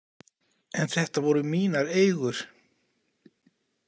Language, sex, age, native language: Icelandic, male, 40-49, Icelandic